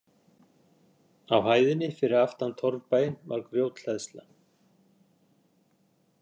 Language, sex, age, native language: Icelandic, male, 60-69, Icelandic